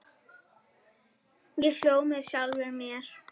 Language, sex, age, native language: Icelandic, female, 10, Icelandic